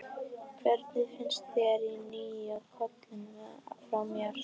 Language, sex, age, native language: Icelandic, female, 11, Icelandic